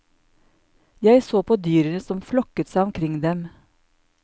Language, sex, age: Norwegian, male, 54